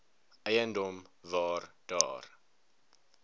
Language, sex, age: Afrikaans, male, 19